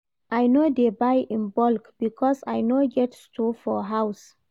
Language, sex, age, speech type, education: Nigerian Pidgin, female, 46-60, read, primary